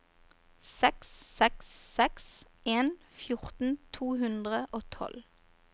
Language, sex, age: Norwegian, female, 29